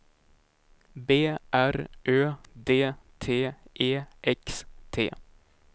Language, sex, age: Swedish, male, 19